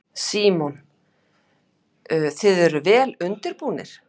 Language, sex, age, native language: Icelandic, female, 50-59, Icelandic